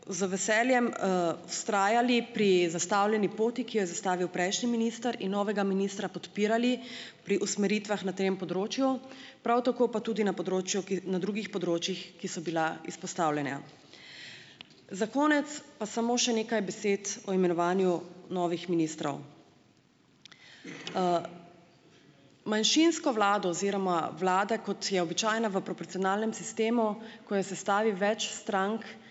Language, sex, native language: Slovenian, female, Slovenian